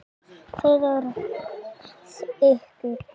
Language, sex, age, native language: Icelandic, female, 20-29, Icelandic